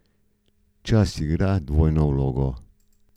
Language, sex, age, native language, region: Slovenian, male, 50-59, Slovenian, Gorenjska region